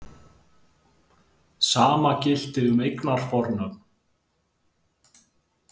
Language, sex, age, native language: Icelandic, male, 20-29, Icelandic